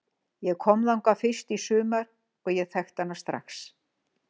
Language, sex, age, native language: Icelandic, female, 60-69, Icelandic